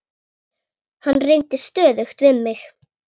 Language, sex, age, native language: Icelandic, female, 8, Icelandic